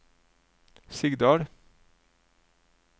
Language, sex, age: Norwegian, male, 36